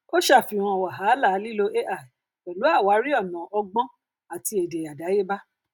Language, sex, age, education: Yoruba, female, 30-45, tertiary